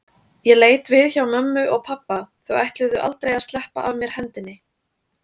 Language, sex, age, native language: Icelandic, female, 30-39, Icelandic